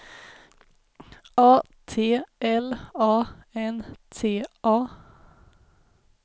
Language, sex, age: Swedish, female, 19